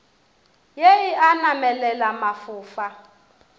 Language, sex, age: Northern Sotho, female, 27